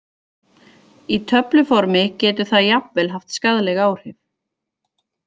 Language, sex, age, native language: Icelandic, female, 40-49, Icelandic